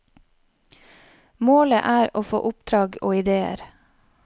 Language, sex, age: Norwegian, female, 31